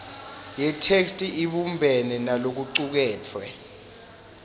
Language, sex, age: Swati, male, 19